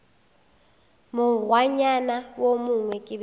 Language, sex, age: Northern Sotho, female, 19